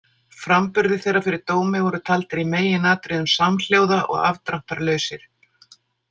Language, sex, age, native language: Icelandic, female, 60-69, Icelandic